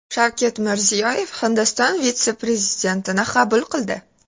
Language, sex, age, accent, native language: Uzbek, female, 18-24, Toshkent shahri, Uzbek